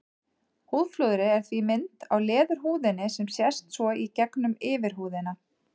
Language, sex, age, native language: Icelandic, female, 40-49, Icelandic